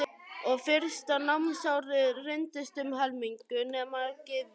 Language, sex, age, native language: Icelandic, male, 11, Icelandic